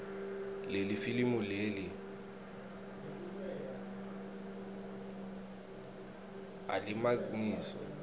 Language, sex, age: Swati, male, 20